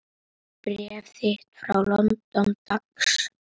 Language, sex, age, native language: Icelandic, male, 8, Icelandic